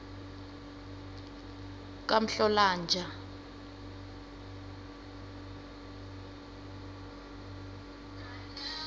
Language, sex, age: South Ndebele, female, 23